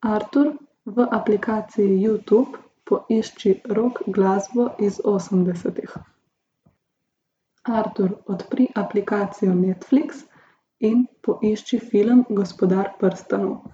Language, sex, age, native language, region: Slovenian, female, 18-29, Slovenian, Gorica region